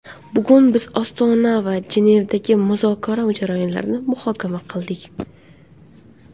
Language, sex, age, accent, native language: Uzbek, female, under 19, Qashqadaryo, Uzbek